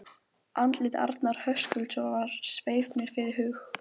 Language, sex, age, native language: Icelandic, female, 12, Icelandic